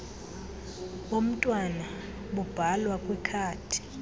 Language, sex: Xhosa, female